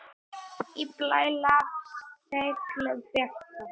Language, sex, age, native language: Icelandic, male, 8, Icelandic